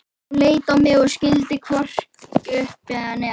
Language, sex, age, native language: Icelandic, female, 11, Icelandic